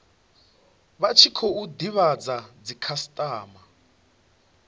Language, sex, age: Venda, male, 28